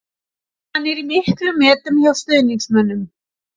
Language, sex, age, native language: Icelandic, female, 60-69, Icelandic